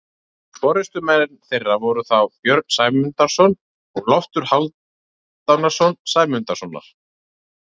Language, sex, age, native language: Icelandic, male, 30-39, Icelandic